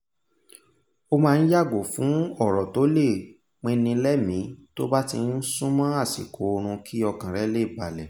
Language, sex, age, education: Yoruba, male, 15-29, tertiary